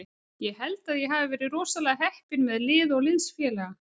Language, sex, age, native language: Icelandic, female, 30-39, Icelandic